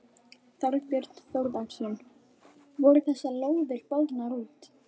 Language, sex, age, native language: Icelandic, female, 12, Icelandic